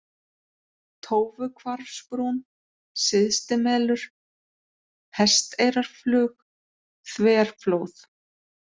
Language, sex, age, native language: Icelandic, female, 40-49, Icelandic